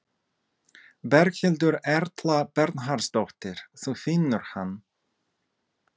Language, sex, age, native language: Icelandic, male, 30-39, Russian